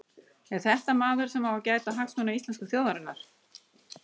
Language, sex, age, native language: Icelandic, female, 60-69, Icelandic